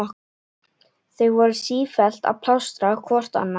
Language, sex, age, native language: Icelandic, female, 11, Icelandic